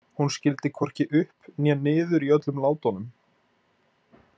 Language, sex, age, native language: Icelandic, male, 20-29, Icelandic